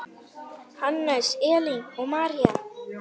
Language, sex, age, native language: Icelandic, female, 8, Icelandic